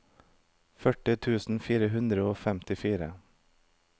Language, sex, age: Norwegian, male, 32